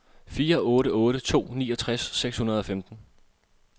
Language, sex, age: Danish, male, 26